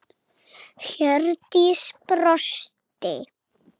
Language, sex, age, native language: Icelandic, female, 7, Icelandic